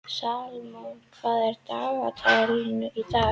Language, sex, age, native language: Icelandic, female, 30-39, Icelandic